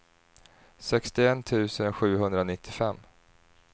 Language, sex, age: Swedish, male, 30